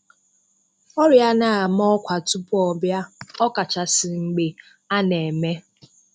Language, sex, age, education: Igbo, female, 30-45, tertiary